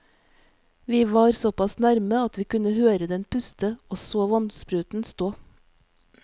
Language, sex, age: Norwegian, female, 46